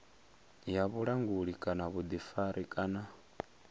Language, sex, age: Venda, male, 23